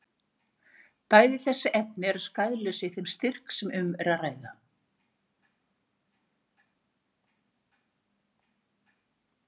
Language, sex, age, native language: Icelandic, female, 60-69, Icelandic